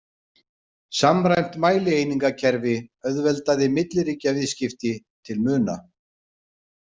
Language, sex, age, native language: Icelandic, male, 40-49, Icelandic